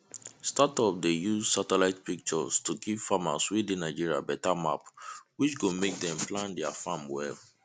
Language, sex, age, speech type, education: Nigerian Pidgin, male, 15-29, spontaneous, tertiary